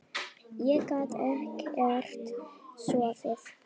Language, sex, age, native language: Icelandic, female, 10, Icelandic